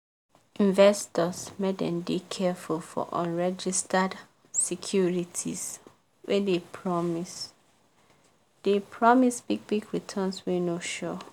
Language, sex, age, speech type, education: Nigerian Pidgin, female, 15-29, spontaneous, tertiary